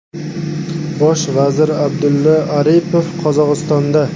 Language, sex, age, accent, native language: Uzbek, male, 25-34, Samarqand, Uzbek